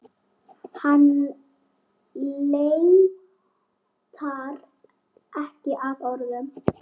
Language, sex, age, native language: Icelandic, female, 8, Icelandic